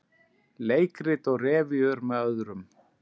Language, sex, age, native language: Icelandic, male, 10, Icelandic